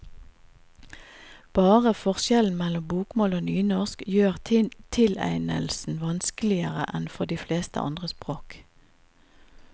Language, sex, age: Norwegian, female, 50